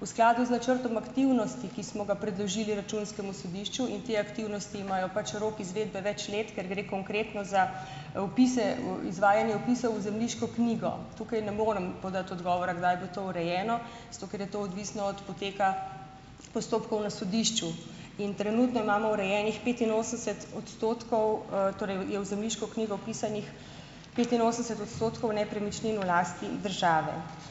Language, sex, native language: Slovenian, female, Slovenian